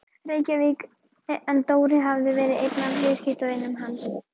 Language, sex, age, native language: Icelandic, female, 13, Icelandic